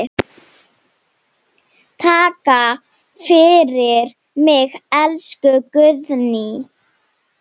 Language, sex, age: Icelandic, female, 7